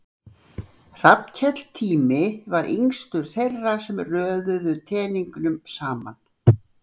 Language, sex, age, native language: Icelandic, female, 60-69, Icelandic